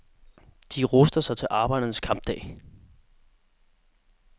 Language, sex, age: Danish, male, 18